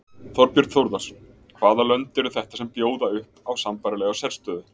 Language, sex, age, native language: Icelandic, male, 20-29, Icelandic